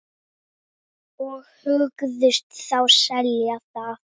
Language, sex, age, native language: Icelandic, female, 7, Icelandic